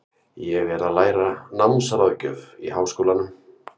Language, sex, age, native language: Icelandic, male, 50-59, Icelandic